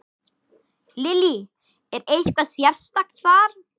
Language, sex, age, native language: Icelandic, male, 10, Icelandic